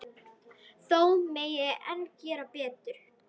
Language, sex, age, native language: Icelandic, female, 10, Icelandic